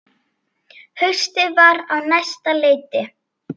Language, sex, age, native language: Icelandic, female, 8, Icelandic